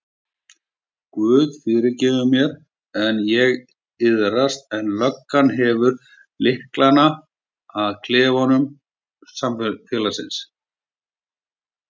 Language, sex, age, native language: Icelandic, male, 40-49, Icelandic